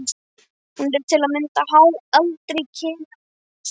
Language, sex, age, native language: Icelandic, male, 12, Icelandic